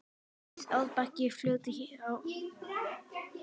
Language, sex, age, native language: Icelandic, female, 9, Icelandic